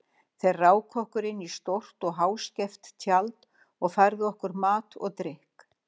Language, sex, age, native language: Icelandic, female, 60-69, Icelandic